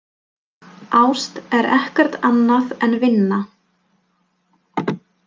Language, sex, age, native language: Icelandic, female, 20-29, Polish